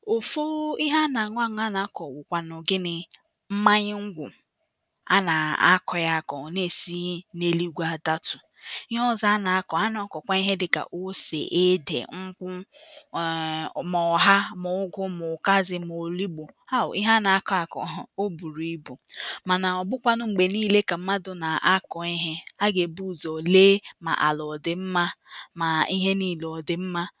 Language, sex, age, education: Igbo, female, 15-29, tertiary